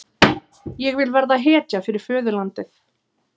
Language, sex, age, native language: Icelandic, female, 30-39, Icelandic